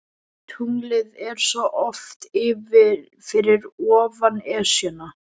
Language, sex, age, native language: Icelandic, male, 11, Icelandic